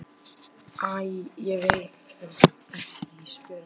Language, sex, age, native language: Icelandic, male, 12, Icelandic